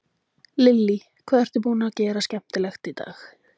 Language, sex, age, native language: Icelandic, female, 20-29, Icelandic